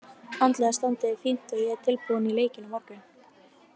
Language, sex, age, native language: Icelandic, female, 20-29, Icelandic